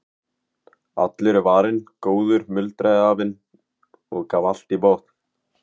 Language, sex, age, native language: Icelandic, male, 18-19, Icelandic